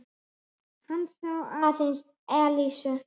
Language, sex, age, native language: Icelandic, male, 8, Icelandic